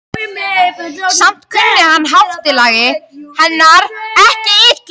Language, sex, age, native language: Icelandic, female, 13, Icelandic